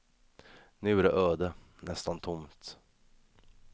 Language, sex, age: Swedish, male, 26